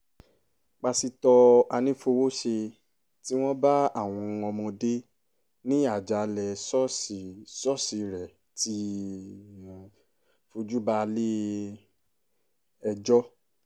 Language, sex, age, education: Yoruba, male, 15-29, tertiary